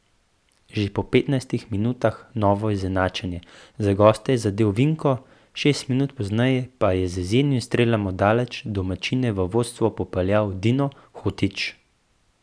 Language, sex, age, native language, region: Slovenian, male, 18-29, Slovenian, Central Slovenia